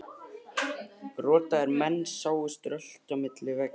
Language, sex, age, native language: Icelandic, male, 11, Icelandic